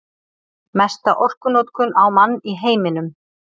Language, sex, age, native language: Icelandic, female, 30-39, Icelandic